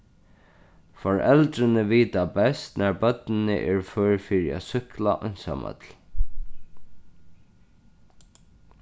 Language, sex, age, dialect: Faroese, male, 36-60, Norðurstreymoy/Eysturoy